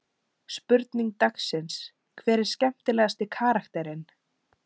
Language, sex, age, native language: Icelandic, female, 17, Icelandic